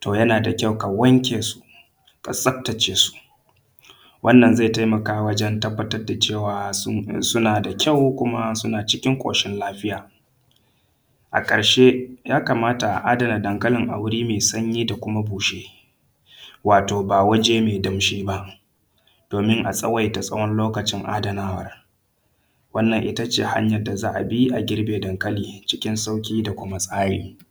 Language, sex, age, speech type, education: Hausa, male, 15-29, spontaneous, secondary